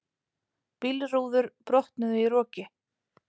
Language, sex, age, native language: Icelandic, female, 30-39, Icelandic